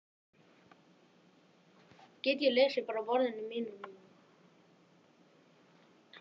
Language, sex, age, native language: Icelandic, female, 50-59, Icelandic